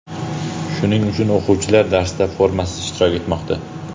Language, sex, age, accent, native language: Uzbek, male, 18-24, Jizzax, Uzbek